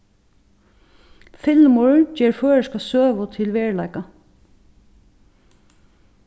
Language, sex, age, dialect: Faroese, female, 36-60, Suðurstreymoy